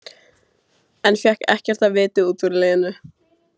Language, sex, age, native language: Icelandic, female, 16, Icelandic